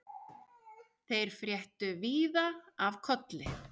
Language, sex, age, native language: Icelandic, male, 6, Icelandic